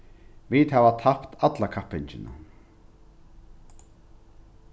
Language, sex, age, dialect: Faroese, male, 36-60, Norðurstreymoy/Eysturoy